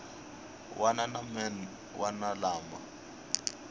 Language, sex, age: Tsonga, male, 21